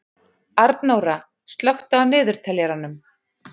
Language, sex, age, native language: Icelandic, male, 11, Icelandic